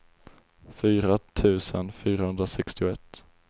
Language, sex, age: Swedish, male, 20